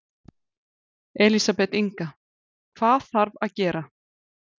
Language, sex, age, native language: Icelandic, female, 40-49, Icelandic